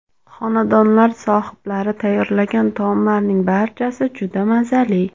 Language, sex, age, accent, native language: Uzbek, female, 18-24, Samarqand, Uzbek